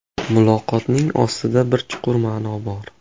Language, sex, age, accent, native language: Uzbek, male, 18-24, Farg'ona, Uzbek